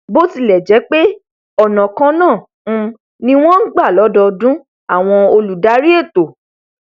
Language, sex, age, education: Yoruba, female, 15-29, tertiary